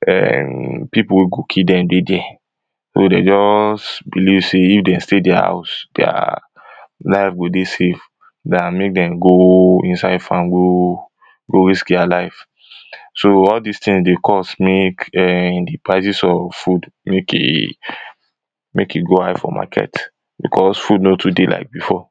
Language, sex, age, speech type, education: Nigerian Pidgin, male, 15-29, spontaneous, tertiary